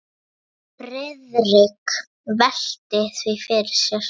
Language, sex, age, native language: Icelandic, male, 8, Icelandic